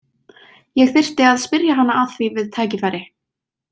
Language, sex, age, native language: Icelandic, female, 20-29, Icelandic